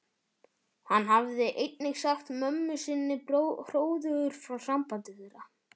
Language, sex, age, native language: Icelandic, male, 11, Icelandic